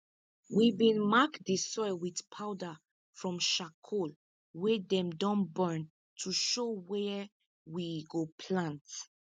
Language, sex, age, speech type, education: Nigerian Pidgin, female, 15-29, spontaneous, tertiary